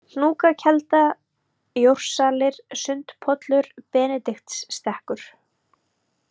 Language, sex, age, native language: Icelandic, female, 30-39, Icelandic